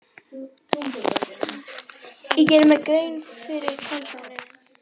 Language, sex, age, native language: Icelandic, female, 11, Icelandic